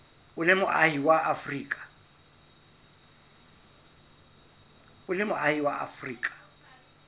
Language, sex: Southern Sotho, male